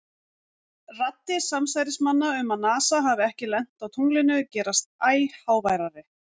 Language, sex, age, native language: Icelandic, female, 40-49, Icelandic